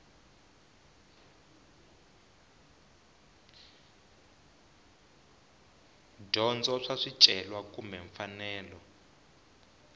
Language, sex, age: Tsonga, male, 20